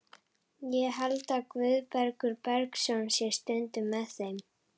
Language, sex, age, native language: Icelandic, female, 11, Icelandic